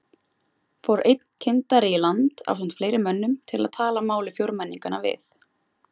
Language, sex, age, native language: Icelandic, female, 20-29, Icelandic